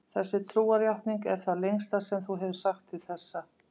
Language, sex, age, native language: Icelandic, female, 50-59, Icelandic